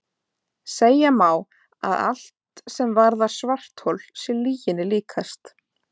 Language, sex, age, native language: Icelandic, female, 30-39, Icelandic